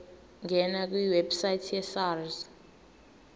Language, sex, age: Zulu, female, 19